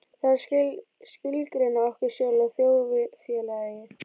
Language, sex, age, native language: Icelandic, female, 12, Icelandic